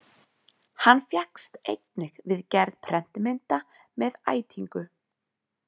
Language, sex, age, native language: Icelandic, female, 20-29, Icelandic